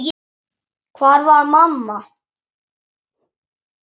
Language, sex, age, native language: Icelandic, male, 8, Icelandic